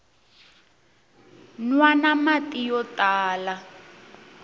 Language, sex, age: Tsonga, female, 20